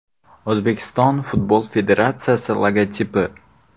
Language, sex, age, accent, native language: Uzbek, male, 18-24, Xorazm, Uzbek